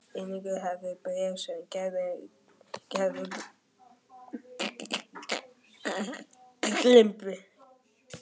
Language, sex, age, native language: Icelandic, male, 12, Icelandic